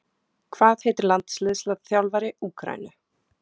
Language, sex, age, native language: Icelandic, female, 20-29, Icelandic